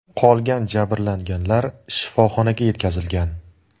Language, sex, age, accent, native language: Uzbek, male, 19-29, Surxondaryo, Uzbek